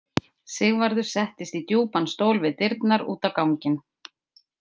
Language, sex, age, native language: Icelandic, female, 50-59, Icelandic